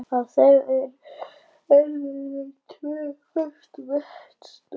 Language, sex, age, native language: Icelandic, female, 18-19, Icelandic